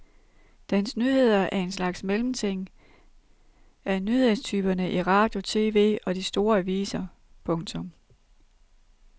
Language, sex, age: Danish, female, 32